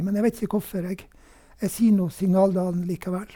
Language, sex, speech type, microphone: Norwegian, male, spontaneous, Sennheiser